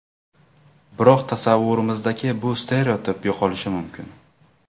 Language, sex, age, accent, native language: Uzbek, male, 18-24, Navoiy, Uzbek